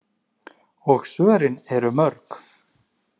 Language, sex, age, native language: Icelandic, male, 30-39, Icelandic